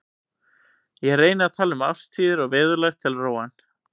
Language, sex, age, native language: Icelandic, male, 18-19, Icelandic